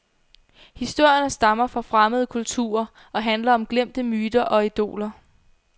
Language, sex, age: Danish, female, 22